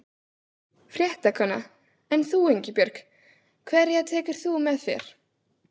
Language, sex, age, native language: Icelandic, female, 16, Icelandic